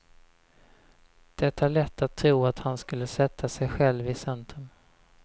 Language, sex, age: Swedish, male, 20